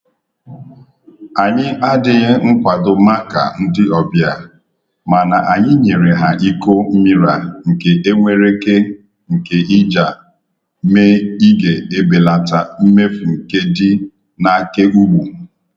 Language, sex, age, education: Igbo, male, 30-45, tertiary